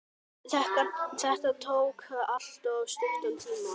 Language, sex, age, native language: Icelandic, male, 9, Icelandic